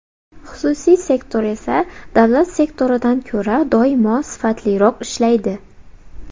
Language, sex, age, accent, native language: Uzbek, female, 18-24, Xorazm, Uzbek